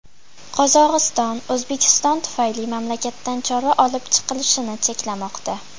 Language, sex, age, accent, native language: Uzbek, female, 12-17, Farg'ona, Uzbek